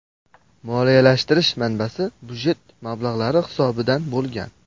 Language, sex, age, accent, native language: Uzbek, male, under 19, Andijon, Uzbek